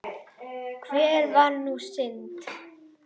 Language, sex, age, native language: Icelandic, female, 10, Icelandic